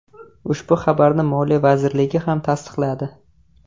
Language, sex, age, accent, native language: Uzbek, male, 18-24, Jizzax, Uzbek